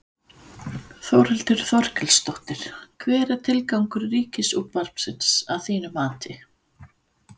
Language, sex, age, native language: Icelandic, female, 50-59, Danish